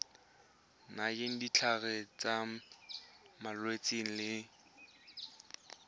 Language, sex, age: Tswana, male, 20